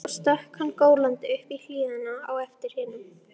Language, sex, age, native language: Icelandic, female, 13, Icelandic